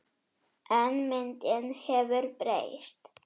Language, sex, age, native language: Icelandic, female, 7, Polish